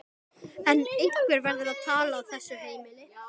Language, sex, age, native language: Icelandic, male, 12, Icelandic